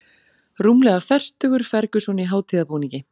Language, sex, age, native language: Icelandic, female, 40-49, Icelandic